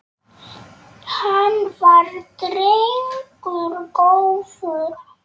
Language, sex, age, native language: Icelandic, male, 9, Polish